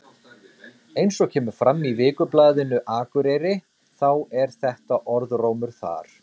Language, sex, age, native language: Icelandic, male, 30-39, Icelandic